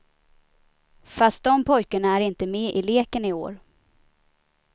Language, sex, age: Swedish, female, 29